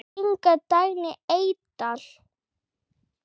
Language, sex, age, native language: Icelandic, female, 8, Icelandic